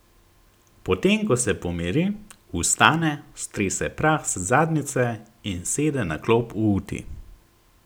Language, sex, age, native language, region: Slovenian, male, 18-29, Slovenian, Gorenjska region